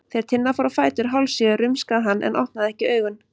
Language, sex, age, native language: Icelandic, female, 30-39, Icelandic